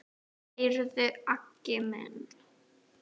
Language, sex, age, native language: Icelandic, female, 10, Icelandic